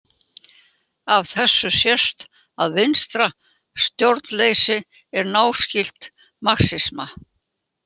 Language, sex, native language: Icelandic, female, Icelandic